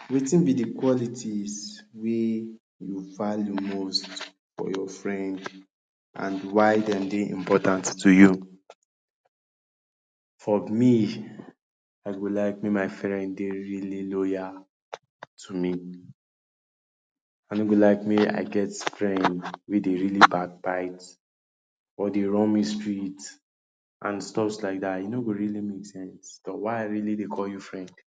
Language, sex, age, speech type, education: Nigerian Pidgin, male, 30-45, spontaneous, tertiary